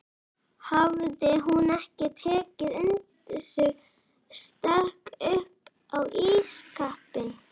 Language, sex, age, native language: Icelandic, male, 11, Icelandic